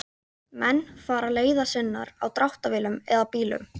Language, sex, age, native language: Icelandic, female, 13, Icelandic